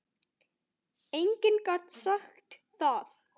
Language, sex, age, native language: Icelandic, male, 9, Icelandic